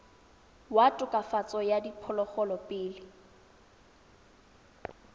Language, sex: Tswana, female